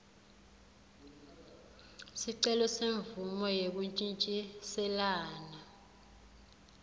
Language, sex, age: Swati, female, 21